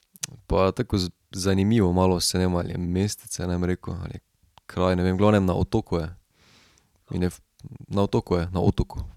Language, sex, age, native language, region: Slovenian, male, 18-29, Slovenian, Drava region